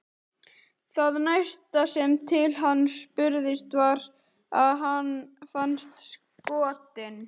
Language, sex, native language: Icelandic, male, Icelandic